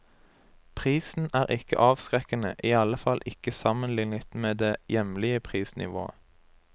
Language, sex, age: Norwegian, male, 23